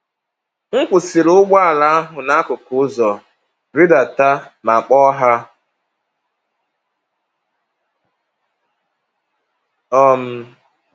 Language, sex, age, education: Igbo, male, 30-45, tertiary